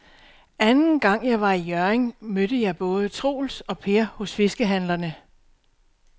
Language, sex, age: Danish, female, 62